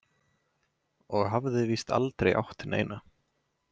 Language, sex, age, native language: Icelandic, male, 20-29, Icelandic